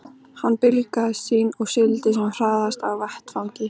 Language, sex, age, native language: Icelandic, female, 13, Icelandic